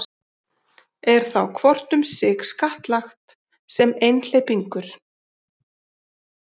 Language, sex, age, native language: Icelandic, female, 40-49, Icelandic